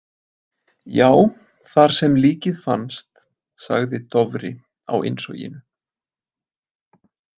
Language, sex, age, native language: Icelandic, male, 20-29, Icelandic